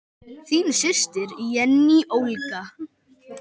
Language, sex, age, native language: Icelandic, male, 10, Icelandic